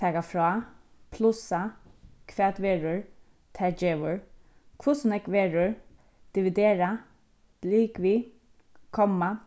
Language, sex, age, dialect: Faroese, female, 15-35, Suðurstreymoy